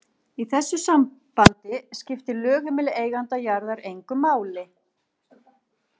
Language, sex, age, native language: Icelandic, female, 40-49, Icelandic